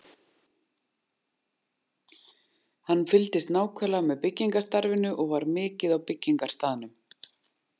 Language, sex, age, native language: Icelandic, female, 40-49, Icelandic